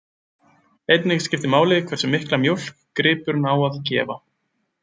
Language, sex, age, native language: Icelandic, male, 20-29, Icelandic